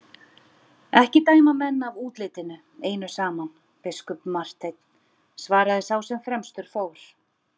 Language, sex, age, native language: Icelandic, female, 30-39, Icelandic